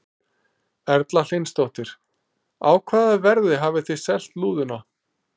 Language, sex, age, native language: Icelandic, male, 12, Icelandic